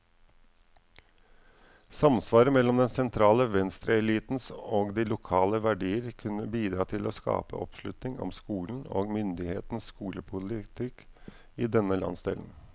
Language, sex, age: Norwegian, male, 44